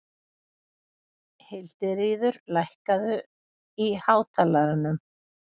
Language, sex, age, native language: Icelandic, female, 40-49, Icelandic